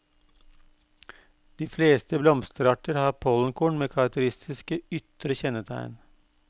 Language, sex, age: Norwegian, male, 52